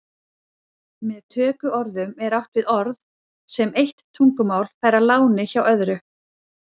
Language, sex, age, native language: Icelandic, female, 30-39, Icelandic